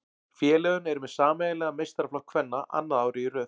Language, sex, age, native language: Icelandic, male, 40-49, Icelandic